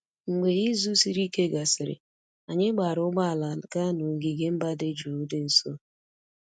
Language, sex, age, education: Igbo, female, 15-29, tertiary